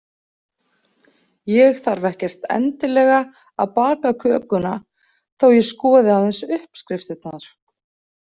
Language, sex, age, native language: Icelandic, female, 40-49, Icelandic